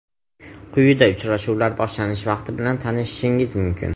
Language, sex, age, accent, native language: Uzbek, male, 18-24, Farg'ona, Uzbek